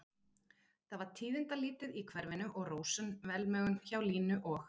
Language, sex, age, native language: Icelandic, female, 40-49, Icelandic